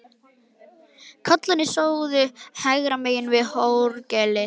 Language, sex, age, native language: Icelandic, male, 11, Icelandic